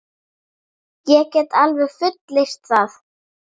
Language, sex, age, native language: Icelandic, female, 7, Icelandic